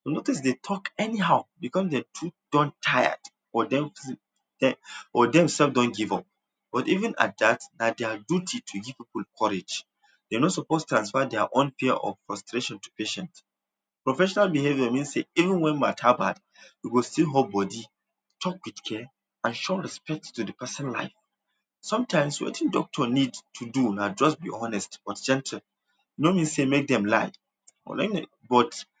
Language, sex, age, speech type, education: Nigerian Pidgin, male, 15-29, spontaneous, tertiary